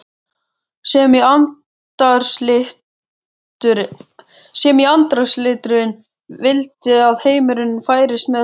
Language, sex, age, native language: Icelandic, male, 13, Icelandic